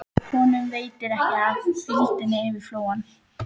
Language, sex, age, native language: Icelandic, female, 12, Icelandic